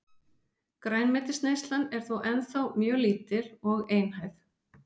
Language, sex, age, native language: Icelandic, female, 50-59, Icelandic